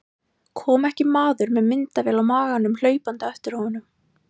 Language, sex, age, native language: Icelandic, female, 18-19, Icelandic